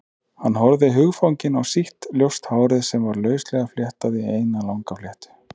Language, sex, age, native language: Icelandic, male, 30-39, Icelandic